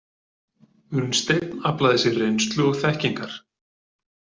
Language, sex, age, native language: Icelandic, male, 40-49, Icelandic